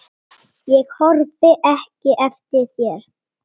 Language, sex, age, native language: Icelandic, male, 8, Icelandic